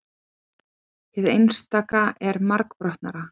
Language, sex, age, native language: Icelandic, female, 40-49, Icelandic